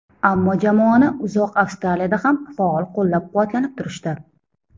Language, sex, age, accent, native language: Uzbek, female, 30-39, Toshkent shahri, Uzbek